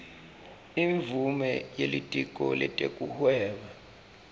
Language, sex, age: Swati, male, 26